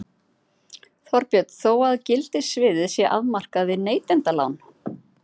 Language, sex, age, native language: Icelandic, female, 50-59, Icelandic